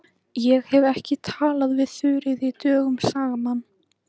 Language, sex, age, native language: Icelandic, female, 14, Icelandic